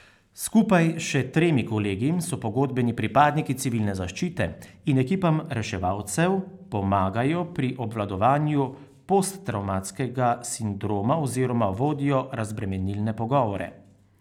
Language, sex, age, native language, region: Slovenian, male, 30-49, Slovenian, Carinthia region